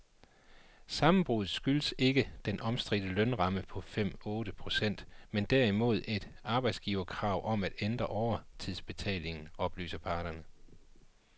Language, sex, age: Danish, male, 39